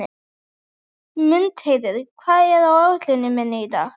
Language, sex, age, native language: Icelandic, female, 11, Icelandic